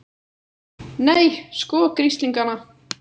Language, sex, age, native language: Icelandic, female, 18-19, Icelandic